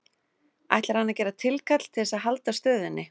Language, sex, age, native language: Icelandic, female, 30-39, Icelandic